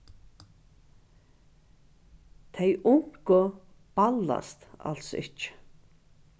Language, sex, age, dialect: Faroese, female, 61+, Norðuroyggjar